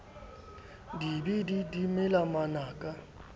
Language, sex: Southern Sotho, male